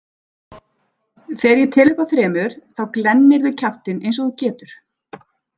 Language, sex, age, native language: Icelandic, female, 40-49, Icelandic